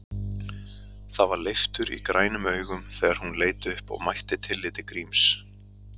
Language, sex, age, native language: Icelandic, male, 30-39, Icelandic